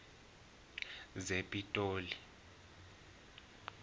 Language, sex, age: South Ndebele, male, 19